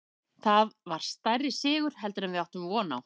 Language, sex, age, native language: Icelandic, female, 30-39, Icelandic